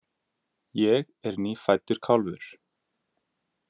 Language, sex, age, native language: Icelandic, male, 20-29, Icelandic